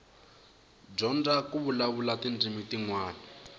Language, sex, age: Tsonga, male, 18